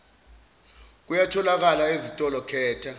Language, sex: Zulu, male